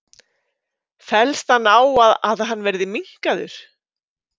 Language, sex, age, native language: Icelandic, female, 50-59, Icelandic